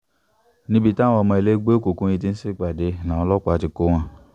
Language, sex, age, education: Yoruba, male, 15-29, tertiary